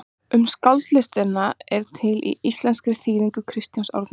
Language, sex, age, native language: Icelandic, female, 30-39, Icelandic